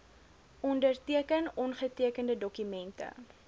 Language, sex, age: Afrikaans, female, 20